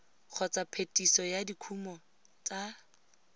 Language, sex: Tswana, female